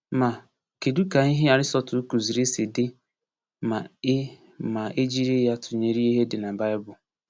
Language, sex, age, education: Igbo, male, 15-29, tertiary